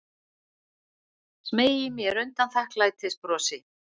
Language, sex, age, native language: Icelandic, female, 60-69, Icelandic